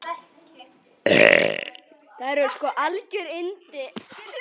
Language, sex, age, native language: Icelandic, male, 10, Icelandic